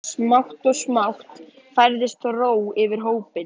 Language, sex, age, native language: Icelandic, female, 14, Icelandic